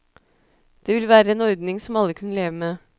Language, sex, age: Norwegian, female, 26